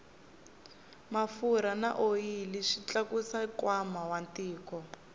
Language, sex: Tsonga, female